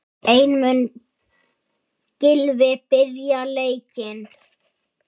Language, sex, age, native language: Icelandic, male, 7, Icelandic